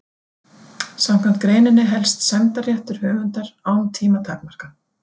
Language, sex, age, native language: Icelandic, female, 40-49, Icelandic